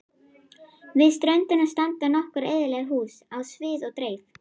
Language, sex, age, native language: Icelandic, female, 11, Icelandic